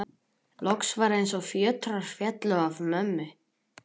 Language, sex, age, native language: Icelandic, male, 11, Icelandic